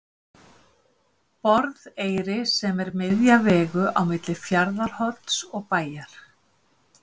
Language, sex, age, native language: Icelandic, female, 50-59, Icelandic